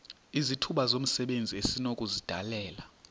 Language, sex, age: Xhosa, male, 30